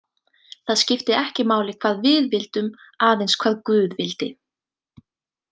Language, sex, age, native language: Icelandic, female, 18-19, Icelandic